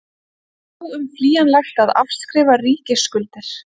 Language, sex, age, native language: Icelandic, female, 30-39, Icelandic